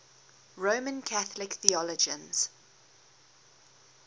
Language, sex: English, female